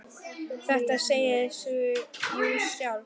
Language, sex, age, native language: Icelandic, female, 10, Icelandic